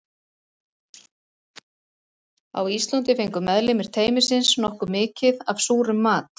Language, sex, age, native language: Icelandic, female, 40-49, Icelandic